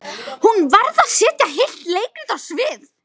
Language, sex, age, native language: Icelandic, female, 13, Icelandic